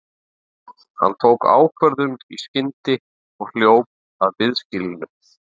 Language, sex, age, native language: Icelandic, male, 40-49, Icelandic